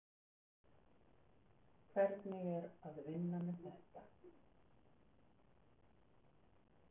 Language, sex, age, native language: Icelandic, female, 40-49, Icelandic